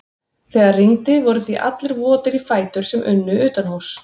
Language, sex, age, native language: Icelandic, female, 30-39, Icelandic